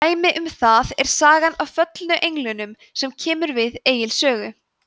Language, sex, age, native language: Icelandic, female, 20-29, Icelandic